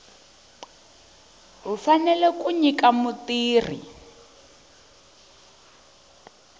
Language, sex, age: Tsonga, female, 20